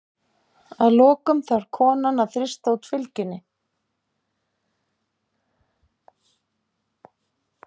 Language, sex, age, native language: Icelandic, female, 50-59, Icelandic